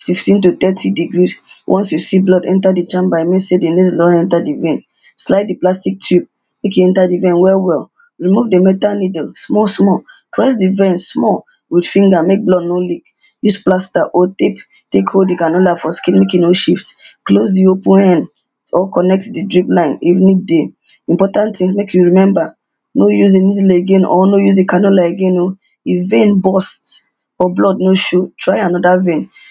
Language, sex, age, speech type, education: Nigerian Pidgin, female, 15-29, spontaneous, primary